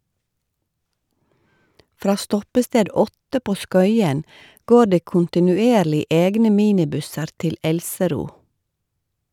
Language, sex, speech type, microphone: Norwegian, female, read, Shure